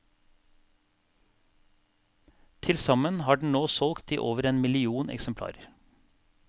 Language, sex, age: Norwegian, male, 42